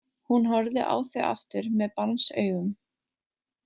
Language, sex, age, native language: Icelandic, female, 18-19, Icelandic